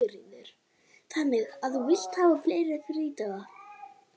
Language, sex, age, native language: Icelandic, female, 18-19, Icelandic